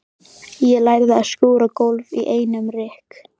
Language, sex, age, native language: Icelandic, female, 13, Icelandic